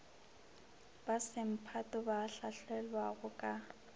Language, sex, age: Northern Sotho, female, 25